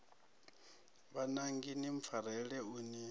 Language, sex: Venda, male